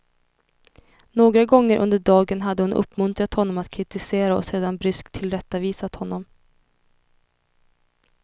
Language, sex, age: Swedish, female, 21